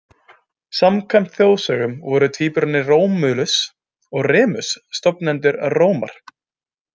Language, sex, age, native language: Icelandic, male, 20-29, Icelandic